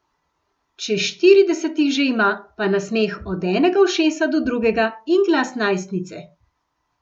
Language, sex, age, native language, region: Slovenian, female, 50-59, Slovenian, Gorenjska region